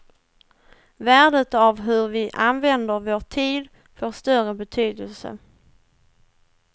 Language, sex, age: Swedish, female, 21